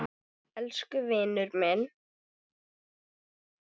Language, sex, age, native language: Icelandic, male, 9, Icelandic